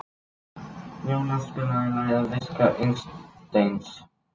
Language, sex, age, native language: Icelandic, female, 60-69, Icelandic